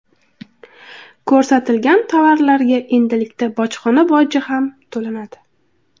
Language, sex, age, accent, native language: Uzbek, female, 18-24, Andijon, Uzbek